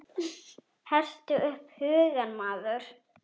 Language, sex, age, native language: Icelandic, female, 10, Icelandic